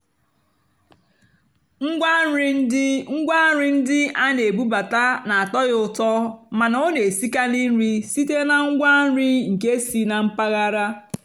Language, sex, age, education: Igbo, female, 46-60, tertiary